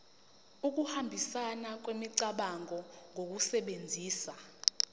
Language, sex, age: Zulu, female, 19